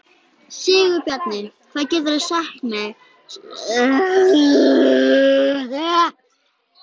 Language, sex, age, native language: Icelandic, female, 11, Icelandic